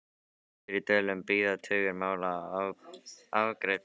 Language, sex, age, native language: Icelandic, male, 13, Icelandic